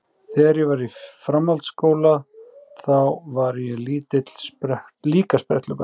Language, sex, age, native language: Icelandic, female, 18-19, Icelandic